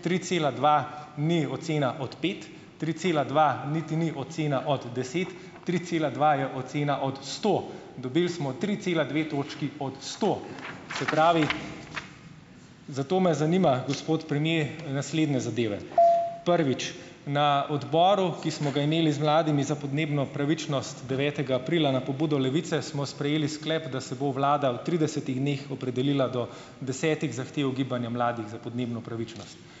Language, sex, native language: Slovenian, male, Slovenian